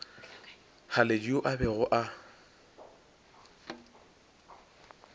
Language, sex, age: Northern Sotho, male, 22